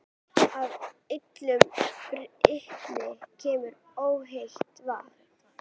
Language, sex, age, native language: Icelandic, female, 40-49, Icelandic